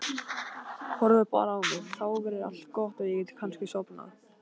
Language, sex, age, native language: Icelandic, male, 18-19, Icelandic